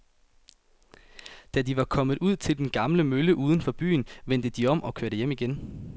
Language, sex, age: Danish, male, 19